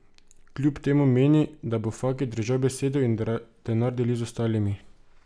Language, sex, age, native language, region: Slovenian, male, 18-29, Slovenian, Drava region